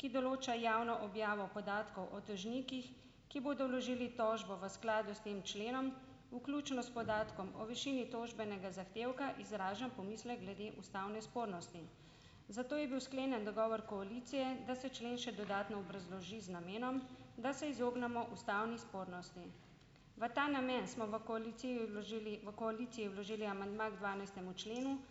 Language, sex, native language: Slovenian, female, Slovenian